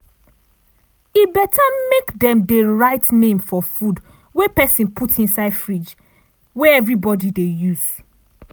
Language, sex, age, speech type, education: Nigerian Pidgin, female, 15-29, spontaneous, tertiary